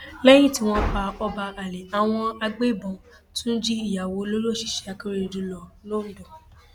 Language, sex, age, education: Yoruba, female, 15-29, tertiary